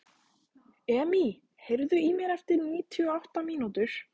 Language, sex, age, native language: Icelandic, female, 15, Icelandic